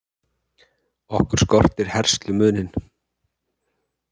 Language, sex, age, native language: Icelandic, male, 30-39, Icelandic